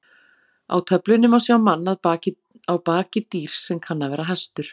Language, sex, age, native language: Icelandic, female, 40-49, Icelandic